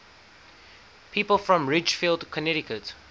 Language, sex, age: English, male, 19